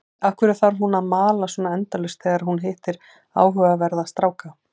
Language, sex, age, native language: Icelandic, female, 40-49, Icelandic